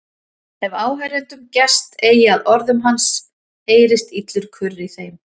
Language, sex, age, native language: Icelandic, female, 40-49, Icelandic